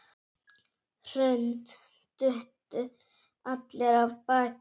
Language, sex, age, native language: Icelandic, female, 8, Icelandic